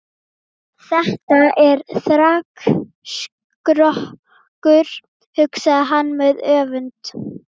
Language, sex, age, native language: Icelandic, female, 12, Icelandic